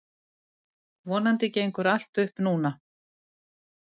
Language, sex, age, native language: Icelandic, female, 60-69, Icelandic